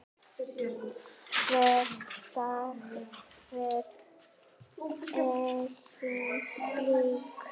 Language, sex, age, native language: Icelandic, female, 9, Icelandic